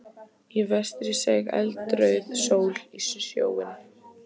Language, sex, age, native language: Icelandic, female, 14, Icelandic